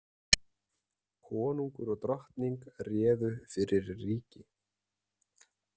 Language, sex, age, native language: Icelandic, male, 30-39, Icelandic